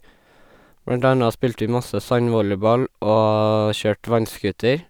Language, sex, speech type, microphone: Norwegian, male, spontaneous, Sennheiser